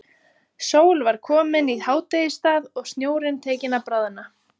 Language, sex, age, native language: Icelandic, female, 30-39, Icelandic